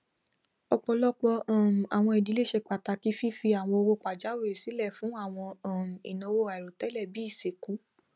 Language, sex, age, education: Yoruba, female, 15-29, tertiary